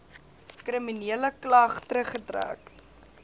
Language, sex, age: Afrikaans, female, 19